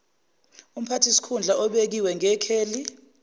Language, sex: Zulu, female